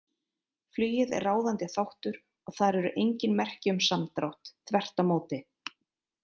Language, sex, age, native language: Icelandic, female, 30-39, Icelandic